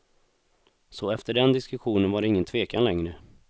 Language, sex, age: Swedish, male, 26